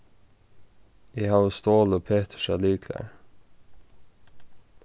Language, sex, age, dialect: Faroese, male, 15-35, Norðurstreymoy/Eysturoy